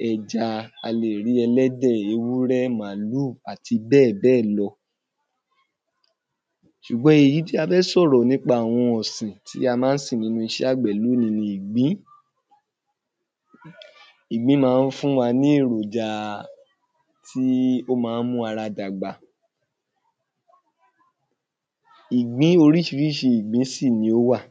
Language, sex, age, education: Yoruba, male, 15-29, tertiary